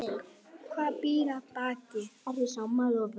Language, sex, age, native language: Icelandic, male, 10, Icelandic